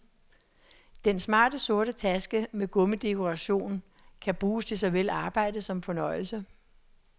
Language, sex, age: Danish, female, 66